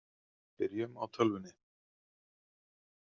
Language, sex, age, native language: Icelandic, male, 30-39, Icelandic